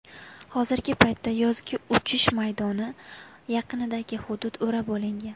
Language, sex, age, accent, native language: Uzbek, female, 19-29, Buxoro, Uzbek